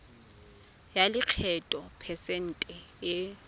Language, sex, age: Tswana, female, 24